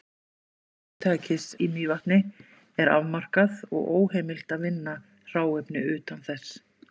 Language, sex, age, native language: Icelandic, female, 50-59, Icelandic